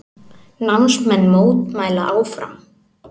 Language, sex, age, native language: Icelandic, male, 18-19, Icelandic